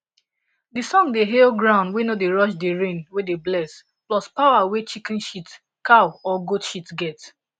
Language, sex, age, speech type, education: Nigerian Pidgin, female, 15-29, spontaneous, tertiary